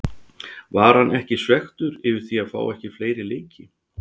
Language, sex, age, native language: Icelandic, male, 60-69, Icelandic